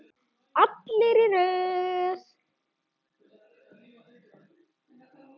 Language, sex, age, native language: Icelandic, female, 9, Icelandic